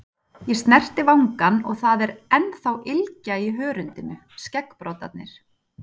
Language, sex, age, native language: Icelandic, female, 30-39, Icelandic